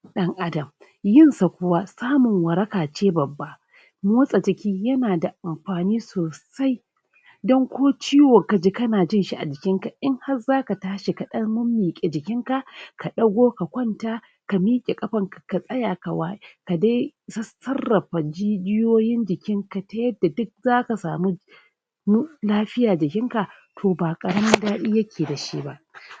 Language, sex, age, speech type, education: Hausa, female, 30-45, spontaneous, tertiary